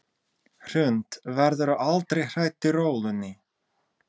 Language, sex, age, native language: Icelandic, male, 30-39, Russian